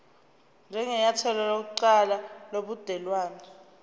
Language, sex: Zulu, female